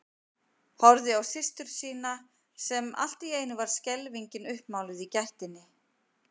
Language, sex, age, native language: Icelandic, female, 50-59, Icelandic